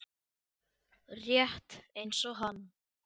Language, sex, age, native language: Icelandic, male, 10, Icelandic